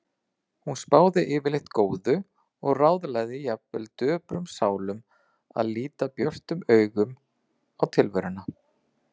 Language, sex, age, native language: Icelandic, male, 40-49, Icelandic